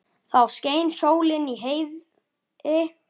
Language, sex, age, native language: Icelandic, male, 8, Icelandic